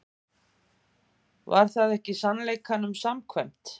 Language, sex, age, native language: Icelandic, female, 50-59, Icelandic